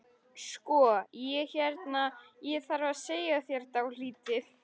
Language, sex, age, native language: Icelandic, female, 13, Icelandic